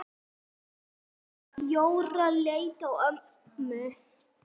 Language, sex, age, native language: Icelandic, female, 8, Icelandic